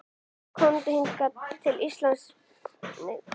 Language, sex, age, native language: Icelandic, female, 11, Icelandic